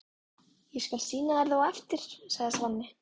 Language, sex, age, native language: Icelandic, female, 12, Icelandic